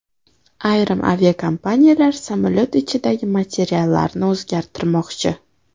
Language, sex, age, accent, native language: Uzbek, female, 18-24, Toshkent shahri, Uzbek